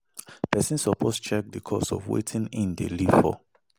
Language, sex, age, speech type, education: Nigerian Pidgin, male, 30-45, spontaneous, tertiary